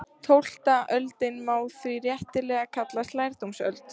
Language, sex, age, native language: Icelandic, female, 14, Icelandic